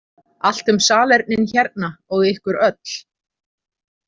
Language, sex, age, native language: Icelandic, female, 30-39, Icelandic